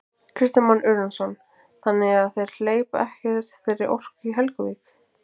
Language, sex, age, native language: Icelandic, female, 20-29, Icelandic